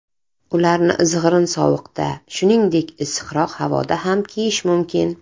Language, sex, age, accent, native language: Uzbek, female, 40-49, Navoiy, Uzbek